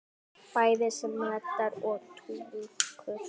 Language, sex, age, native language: Icelandic, female, 9, Icelandic